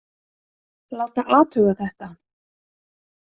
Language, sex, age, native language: Icelandic, female, 30-39, Icelandic